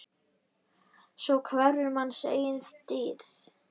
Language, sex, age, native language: Icelandic, female, 10, Icelandic